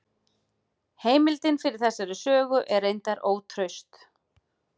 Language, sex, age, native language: Icelandic, female, 40-49, Icelandic